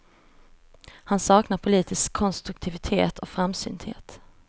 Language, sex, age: Swedish, female, 34